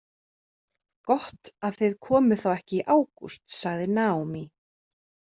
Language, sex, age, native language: Icelandic, female, 30-39, Icelandic